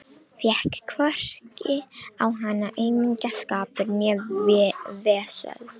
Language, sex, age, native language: Icelandic, female, 18-19, Romanian